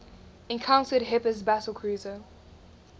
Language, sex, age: English, female, 20